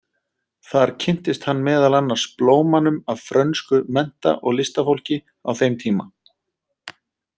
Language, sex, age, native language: Icelandic, male, 30-39, Icelandic